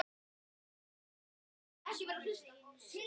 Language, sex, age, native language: Icelandic, male, 10, Icelandic